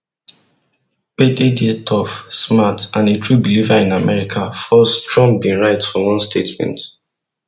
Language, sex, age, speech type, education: Nigerian Pidgin, male, 15-29, spontaneous, tertiary